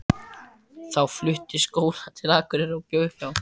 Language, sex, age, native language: Icelandic, female, 14, Icelandic